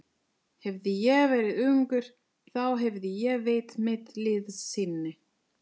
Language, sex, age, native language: Icelandic, female, 40-49, Italian